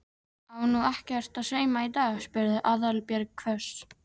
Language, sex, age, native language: Icelandic, female, 13, Icelandic